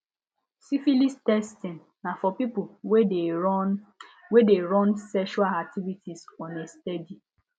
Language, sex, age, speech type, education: Nigerian Pidgin, female, 15-29, spontaneous, tertiary